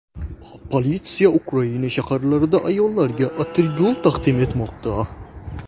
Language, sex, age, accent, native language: Uzbek, male, 18-24, Surxondaryo, Uzbek